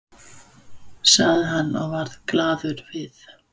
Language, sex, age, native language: Icelandic, female, 50-59, Danish